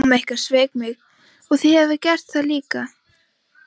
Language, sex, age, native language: Icelandic, female, 15, Icelandic